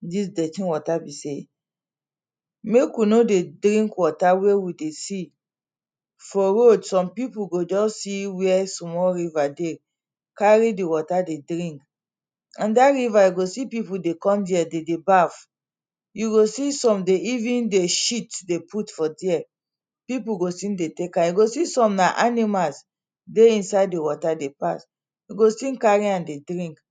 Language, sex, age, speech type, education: Nigerian Pidgin, female, 30-45, spontaneous, tertiary